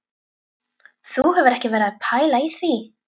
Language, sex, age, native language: Icelandic, female, 12, Icelandic